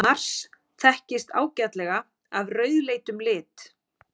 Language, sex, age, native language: Icelandic, female, 40-49, Icelandic